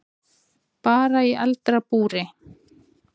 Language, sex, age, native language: Icelandic, female, 40-49, Icelandic